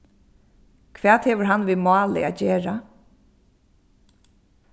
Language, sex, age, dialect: Faroese, female, 15-35, Suðurstreymoy